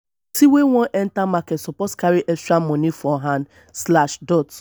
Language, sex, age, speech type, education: Nigerian Pidgin, female, 30-45, spontaneous, tertiary